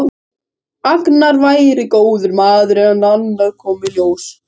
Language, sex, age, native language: Icelandic, male, 13, Icelandic